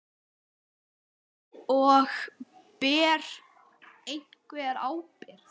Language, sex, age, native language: Icelandic, male, 9, Icelandic